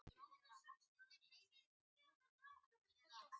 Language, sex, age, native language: Icelandic, male, 18-19, Icelandic